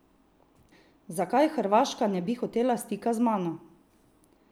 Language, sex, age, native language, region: Slovenian, female, 30-49, Slovenian, Drava region